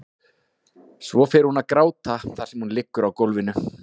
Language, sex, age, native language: Icelandic, male, 40-49, Icelandic